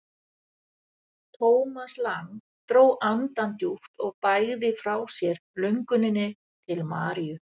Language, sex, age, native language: Icelandic, female, 60-69, Icelandic